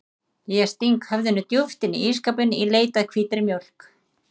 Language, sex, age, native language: Icelandic, male, 30-39, Icelandic